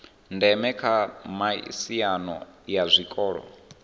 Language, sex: Venda, male